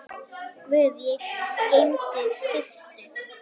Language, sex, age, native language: Icelandic, female, 10, Icelandic